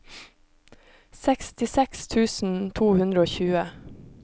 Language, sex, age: Norwegian, female, 26